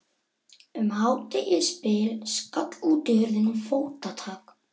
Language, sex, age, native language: Icelandic, male, 11, Icelandic